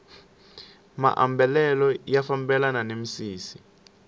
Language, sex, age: Tsonga, male, 18